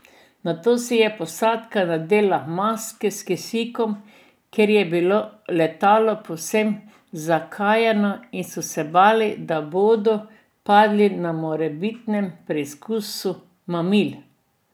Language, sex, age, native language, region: Slovenian, female, 60+, Slovenian, Drava region